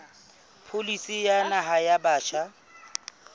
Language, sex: Southern Sotho, female